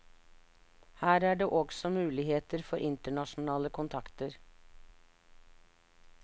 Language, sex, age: Norwegian, female, 59